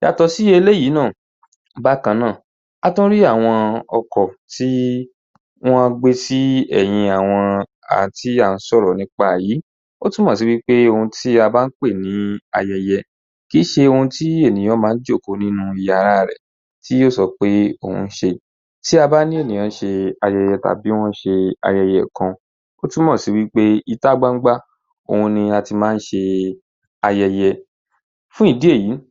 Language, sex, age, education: Yoruba, male, 15-29, tertiary